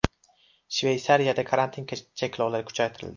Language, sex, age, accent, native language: Uzbek, male, 12-17, Samarqand, Uzbek